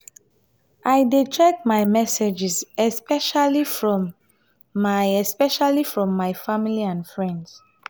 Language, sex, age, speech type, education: Nigerian Pidgin, female, 30-45, spontaneous, tertiary